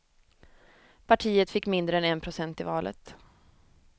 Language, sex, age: Swedish, female, 23